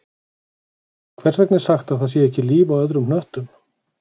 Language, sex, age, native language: Icelandic, male, 40-49, Icelandic